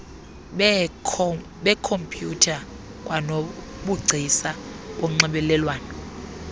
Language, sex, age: Xhosa, female, 30